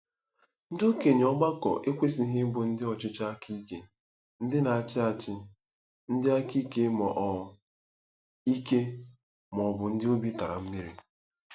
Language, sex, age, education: Igbo, male, 15-29, tertiary